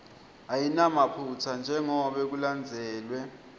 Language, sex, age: Swati, male, 20